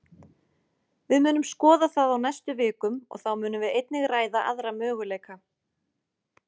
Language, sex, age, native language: Icelandic, female, 40-49, Icelandic